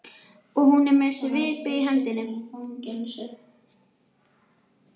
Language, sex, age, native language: Icelandic, male, 11, Icelandic